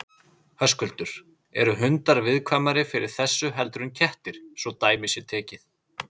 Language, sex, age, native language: Icelandic, male, 30-39, Icelandic